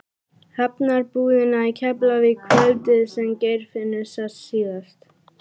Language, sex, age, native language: Icelandic, female, 12, Icelandic